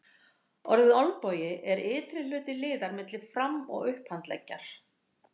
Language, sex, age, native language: Icelandic, female, 60-69, Icelandic